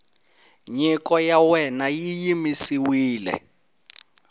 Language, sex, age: Tsonga, male, 19